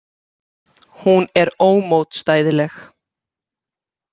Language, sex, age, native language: Icelandic, female, 30-39, Icelandic